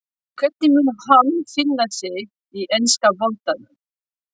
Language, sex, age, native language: Icelandic, female, 60-69, French